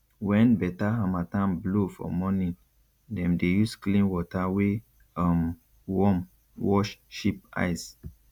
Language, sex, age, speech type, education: Nigerian Pidgin, male, 15-29, spontaneous, tertiary